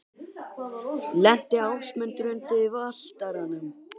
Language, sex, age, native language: Icelandic, male, 12, Icelandic